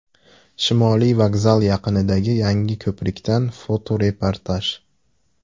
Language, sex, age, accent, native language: Uzbek, male, 18-24, Andijon, Uzbek